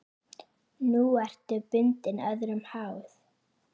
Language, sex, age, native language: Icelandic, female, 9, Icelandic